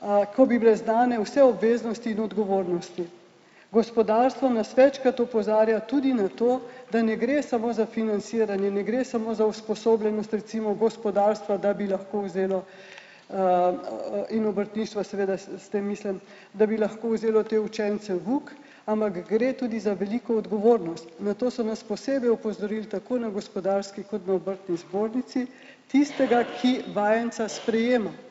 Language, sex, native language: Slovenian, male, Slovenian